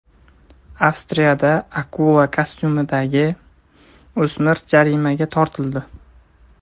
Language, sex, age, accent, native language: Uzbek, male, 18-24, Toshkent viloyati, Uzbek